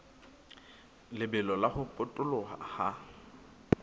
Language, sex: Southern Sotho, female